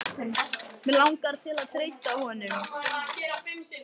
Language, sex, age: Icelandic, female, 18-19